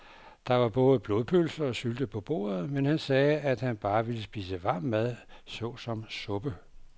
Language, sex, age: Danish, male, 59